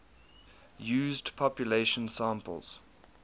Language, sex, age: English, male, 22